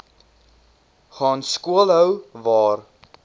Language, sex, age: Afrikaans, male, 19